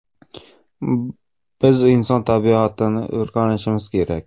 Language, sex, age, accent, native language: Uzbek, male, 25-34, Navoiy, Uzbek